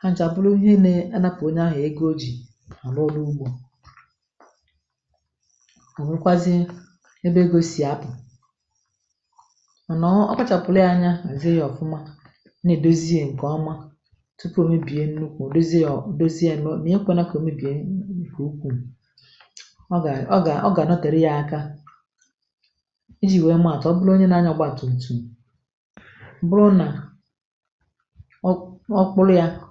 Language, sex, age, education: Igbo, female, 46-60, tertiary